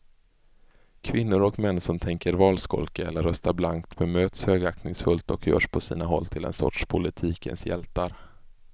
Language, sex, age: Swedish, male, 24